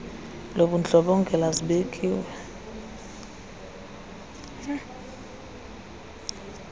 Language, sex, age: Xhosa, female, 30